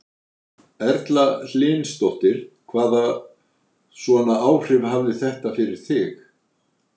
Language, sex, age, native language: Icelandic, male, 60-69, Icelandic